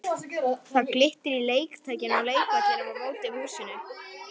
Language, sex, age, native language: Icelandic, female, 12, Icelandic